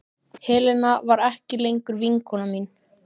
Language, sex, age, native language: Icelandic, male, 13, Icelandic